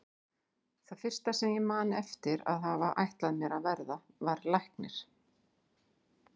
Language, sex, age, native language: Icelandic, female, 40-49, Icelandic